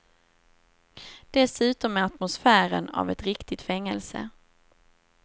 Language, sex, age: Swedish, female, 27